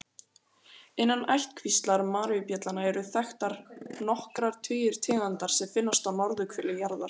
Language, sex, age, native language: Icelandic, female, 18-19, Icelandic